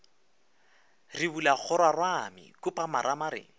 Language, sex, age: Northern Sotho, male, 24